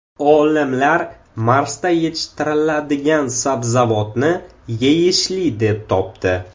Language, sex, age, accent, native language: Uzbek, male, 18-24, Samarqand, Uzbek